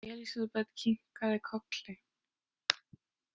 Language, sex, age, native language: Icelandic, female, 18-19, Icelandic